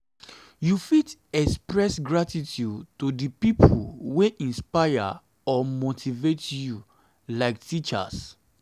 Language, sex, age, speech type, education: Nigerian Pidgin, male, 30-45, spontaneous, secondary